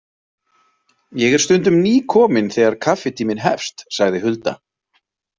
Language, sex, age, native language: Icelandic, male, 30-39, Icelandic